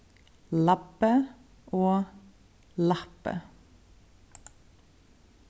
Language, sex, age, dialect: Faroese, female, 36-60, Suðurstreymoy